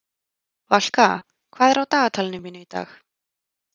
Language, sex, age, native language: Icelandic, female, 30-39, Icelandic